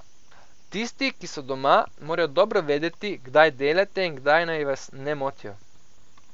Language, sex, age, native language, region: Slovenian, male, 18-29, Slovenian, Coastal Karst region